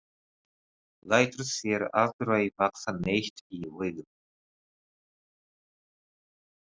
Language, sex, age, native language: Icelandic, male, 30-39, Japanese